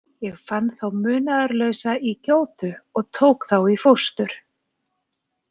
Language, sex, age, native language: Icelandic, female, 40-49, Icelandic